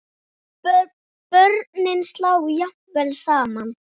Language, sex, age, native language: Icelandic, male, 6, Icelandic